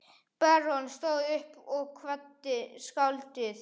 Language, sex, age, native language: Icelandic, other, 12, Icelandic